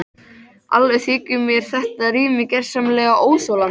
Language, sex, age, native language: Icelandic, male, 13, Icelandic